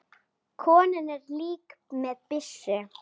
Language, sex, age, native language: Icelandic, female, 9, Icelandic